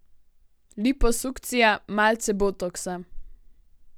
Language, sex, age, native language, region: Slovenian, female, 18-29, Slovenian, Gorenjska region